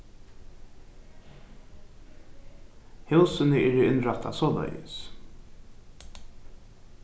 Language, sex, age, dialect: Faroese, male, 15-35, Norðuroyggjar